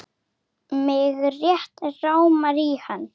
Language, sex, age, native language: Icelandic, female, 7, Icelandic